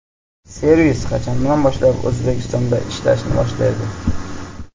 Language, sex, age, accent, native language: Uzbek, male, 18-24, Namangan, Uzbek